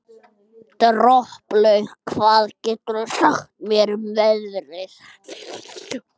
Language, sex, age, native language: Icelandic, other, 12, Icelandic